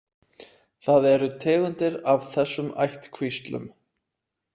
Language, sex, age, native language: Icelandic, male, 30-39, Icelandic